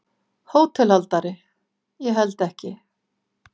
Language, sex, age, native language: Icelandic, female, 50-59, Icelandic